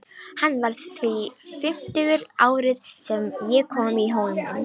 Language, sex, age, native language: Icelandic, female, 18-19, Romanian